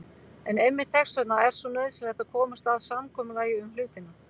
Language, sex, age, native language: Icelandic, female, 50-59, Icelandic